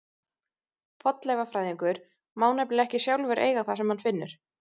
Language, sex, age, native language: Icelandic, female, 30-39, Icelandic